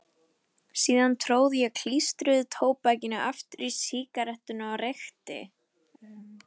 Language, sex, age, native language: Icelandic, female, 11, Icelandic